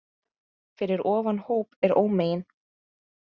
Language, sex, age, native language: Icelandic, female, 20-29, Icelandic